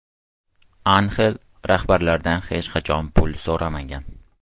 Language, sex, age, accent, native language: Uzbek, male, 12-17, Toshkent viloyati, Uzbek